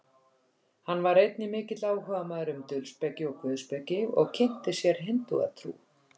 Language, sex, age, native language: Icelandic, female, 50-59, Icelandic